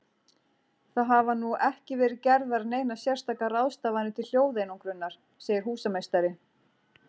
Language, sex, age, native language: Icelandic, female, 40-49, Icelandic